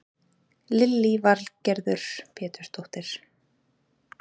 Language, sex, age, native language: Icelandic, female, 30-39, Icelandic